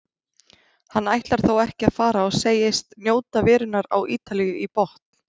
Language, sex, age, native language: Icelandic, female, 30-39, Icelandic